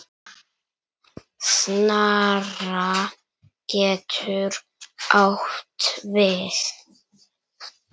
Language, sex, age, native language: Icelandic, male, 9, Icelandic